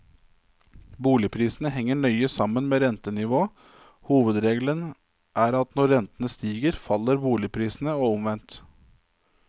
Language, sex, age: Norwegian, male, 27